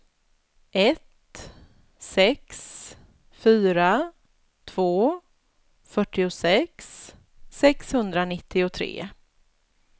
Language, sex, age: Swedish, female, 36